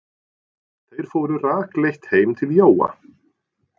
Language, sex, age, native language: Icelandic, male, 40-49, Norwegian